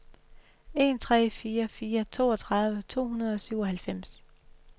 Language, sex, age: Danish, female, 31